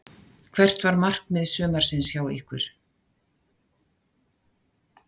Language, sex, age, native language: Icelandic, female, 60-69, Icelandic